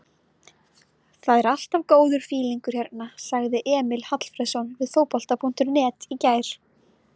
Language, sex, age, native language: Icelandic, female, 20-29, Icelandic